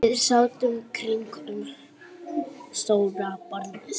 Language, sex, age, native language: Icelandic, female, 8, Icelandic